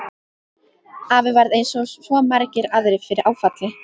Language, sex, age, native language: Icelandic, female, 12, Icelandic